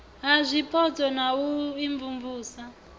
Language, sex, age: Venda, female, 28